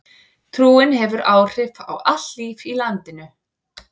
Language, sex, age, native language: Icelandic, female, 40-49, Icelandic